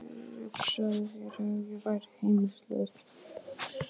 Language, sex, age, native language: Icelandic, male, 12, Icelandic